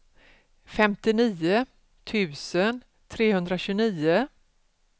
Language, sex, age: Swedish, female, 47